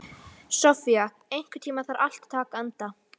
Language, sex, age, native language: Icelandic, female, 13, Icelandic